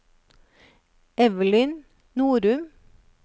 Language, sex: Norwegian, female